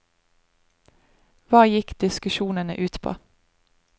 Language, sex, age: Norwegian, female, 25